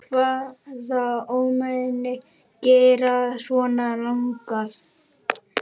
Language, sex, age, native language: Icelandic, male, 9, Icelandic